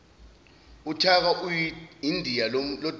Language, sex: Zulu, male